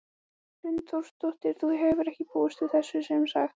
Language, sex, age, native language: Icelandic, female, 14, Icelandic